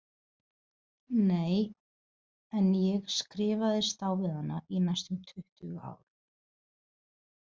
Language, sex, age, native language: Icelandic, female, 30-39, Portuguese